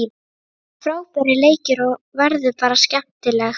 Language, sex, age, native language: Icelandic, female, 30-39, Icelandic